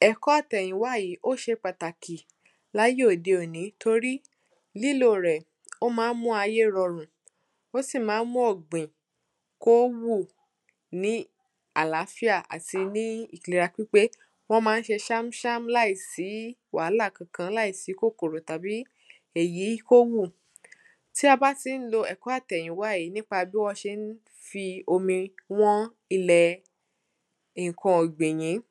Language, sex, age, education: Yoruba, female, 15-29, tertiary